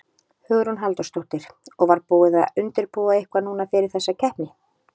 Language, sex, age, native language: Icelandic, female, 30-39, Icelandic